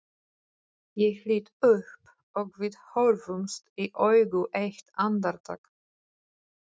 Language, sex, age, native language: Icelandic, female, 40-49, Polish